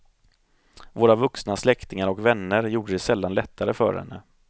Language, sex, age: Swedish, male, 30